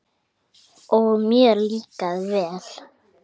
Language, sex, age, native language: Icelandic, male, 8, Icelandic